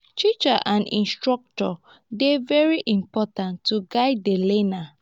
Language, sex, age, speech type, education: Nigerian Pidgin, female, 15-29, spontaneous, tertiary